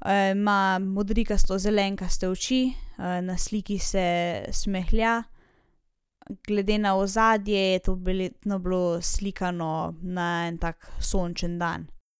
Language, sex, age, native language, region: Slovenian, female, 18-29, Slovenian, Zasavska region